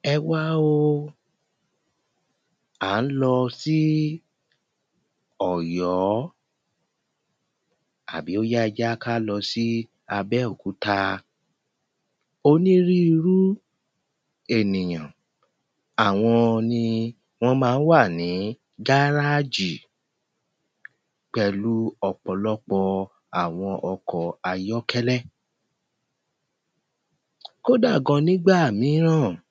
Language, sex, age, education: Yoruba, male, 30-45, primary